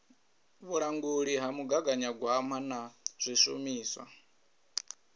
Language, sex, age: Venda, male, 22